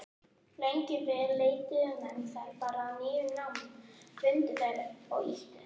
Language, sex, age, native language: Icelandic, female, 18-19, Icelandic